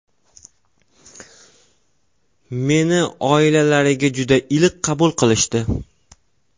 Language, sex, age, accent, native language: Uzbek, male, 18-24, Toshkent shahri, Uzbek